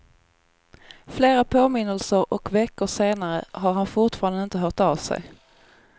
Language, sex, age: Swedish, female, 24